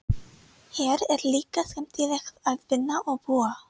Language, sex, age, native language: Icelandic, female, 30-39, Icelandic